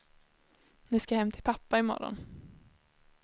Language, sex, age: Swedish, female, 21